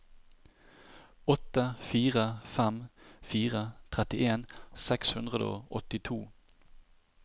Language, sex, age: Norwegian, male, 30